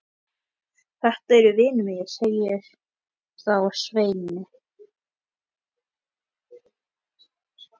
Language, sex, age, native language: Icelandic, male, 11, Icelandic